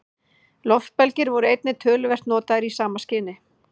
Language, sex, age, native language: Icelandic, female, 30-39, Icelandic